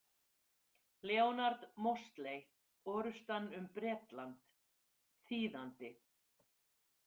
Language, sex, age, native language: Icelandic, female, 50-59, Icelandic